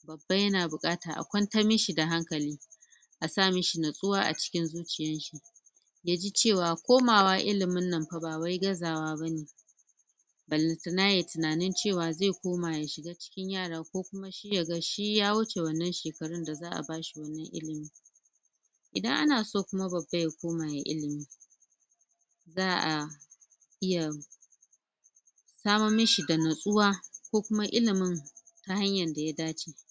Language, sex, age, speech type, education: Hausa, female, 30-45, spontaneous, tertiary